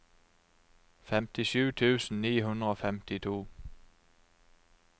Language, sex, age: Norwegian, male, 29